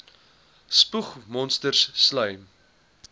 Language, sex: Afrikaans, male